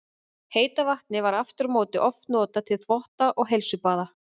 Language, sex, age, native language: Icelandic, female, 30-39, Icelandic